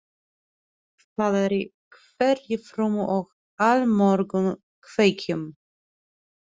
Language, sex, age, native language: Icelandic, female, 30-39, Polish